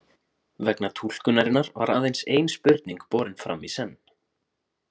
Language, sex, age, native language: Icelandic, male, 20-29, Icelandic